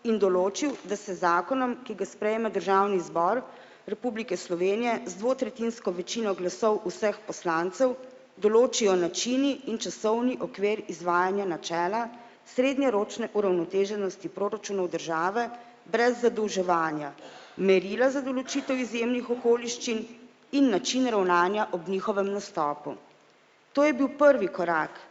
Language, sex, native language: Slovenian, female, Slovenian